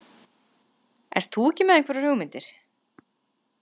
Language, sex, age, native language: Icelandic, female, 30-39, Icelandic